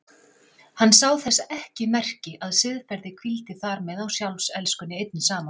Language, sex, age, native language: Icelandic, female, 40-49, Icelandic